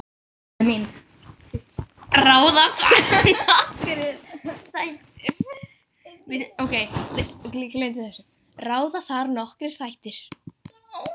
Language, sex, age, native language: Icelandic, female, 9, Icelandic